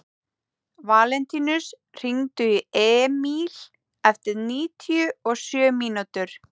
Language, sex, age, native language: Icelandic, female, 18-19, Icelandic